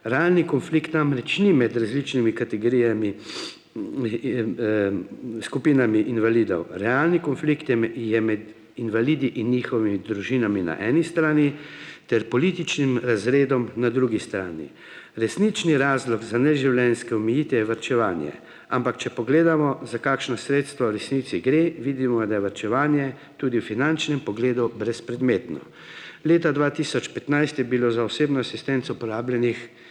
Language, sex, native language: Slovenian, male, Slovenian